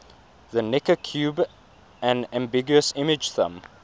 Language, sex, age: English, male, 24